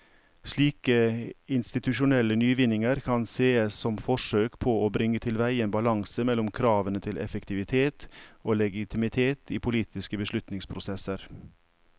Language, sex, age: Norwegian, male, 55